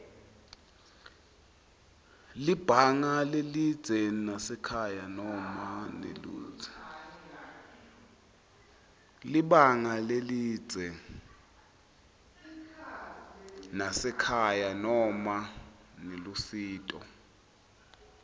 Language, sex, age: Swati, male, 23